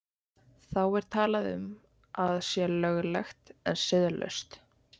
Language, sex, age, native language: Icelandic, female, 20-29, Icelandic